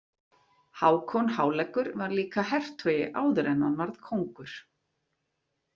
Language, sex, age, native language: Icelandic, female, 40-49, Icelandic